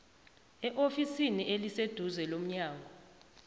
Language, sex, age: South Ndebele, female, 29